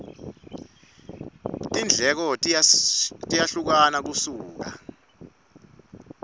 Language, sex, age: Swati, male, 25